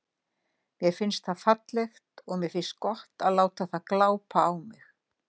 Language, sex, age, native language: Icelandic, female, 60-69, Icelandic